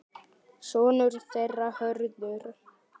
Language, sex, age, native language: Icelandic, male, 10, Icelandic